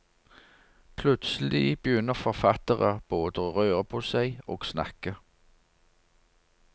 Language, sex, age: Norwegian, male, 59